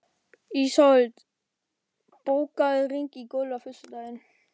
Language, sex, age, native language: Icelandic, male, 13, German